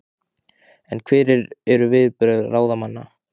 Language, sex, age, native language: Icelandic, male, 15, Icelandic